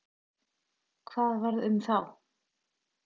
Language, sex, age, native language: Icelandic, male, 8, Icelandic